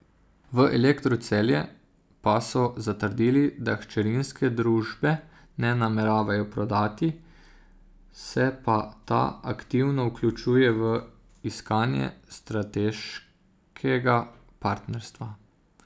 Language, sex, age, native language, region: Slovenian, male, 30-49, Slovenian, Zasavska region